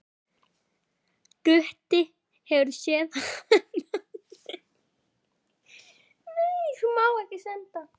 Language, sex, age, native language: Icelandic, female, 9, Icelandic